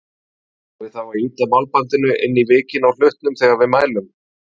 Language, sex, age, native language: Icelandic, male, 30-39, Icelandic